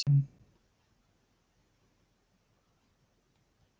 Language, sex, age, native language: Icelandic, female, 50-59, Icelandic